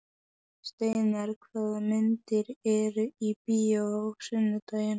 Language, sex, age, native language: Icelandic, male, 11, Polish